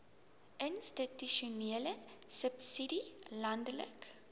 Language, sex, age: Afrikaans, female, 19